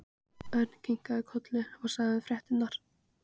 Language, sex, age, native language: Icelandic, female, 15, Icelandic